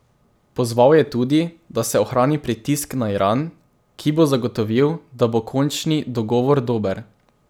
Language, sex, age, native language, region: Slovenian, male, 18-29, Slovenian, Drava region